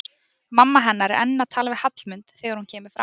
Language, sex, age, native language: Icelandic, female, 20-29, Icelandic